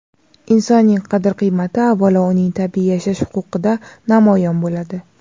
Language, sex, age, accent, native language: Uzbek, female, 18-24, Navoiy, Uzbek